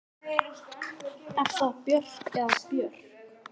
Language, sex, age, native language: Icelandic, male, 11, Icelandic